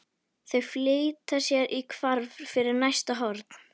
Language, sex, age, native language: Icelandic, female, 11, Icelandic